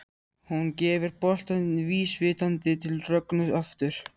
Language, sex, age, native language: Icelandic, male, 13, Icelandic